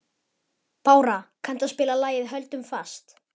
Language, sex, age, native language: Icelandic, male, 11, Icelandic